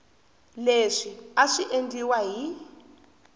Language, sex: Tsonga, female